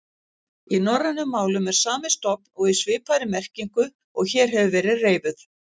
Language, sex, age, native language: Icelandic, female, 60-69, Icelandic